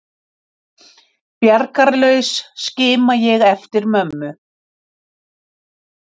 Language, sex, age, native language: Icelandic, female, 50-59, Icelandic